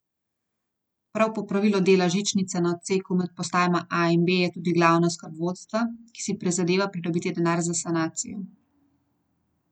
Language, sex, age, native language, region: Slovenian, female, 30-49, Slovenian, Gorenjska region